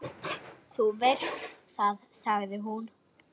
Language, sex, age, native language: Icelandic, female, 9, Icelandic